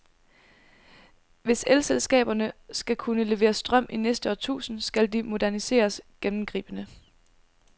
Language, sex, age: Danish, female, 19